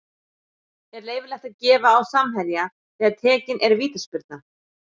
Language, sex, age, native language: Icelandic, male, 11, Icelandic